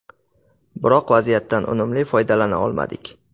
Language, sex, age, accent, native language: Uzbek, male, 18-24, Qashqadaryo, Uzbek